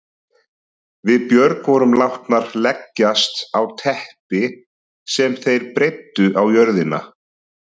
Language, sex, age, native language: Icelandic, male, 30-39, Icelandic